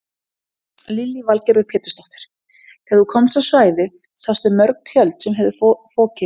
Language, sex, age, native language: Icelandic, female, 30-39, Icelandic